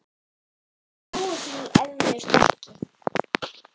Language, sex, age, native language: Icelandic, female, 8, Icelandic